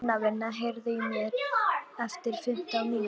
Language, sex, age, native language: Icelandic, female, 18-19, Polish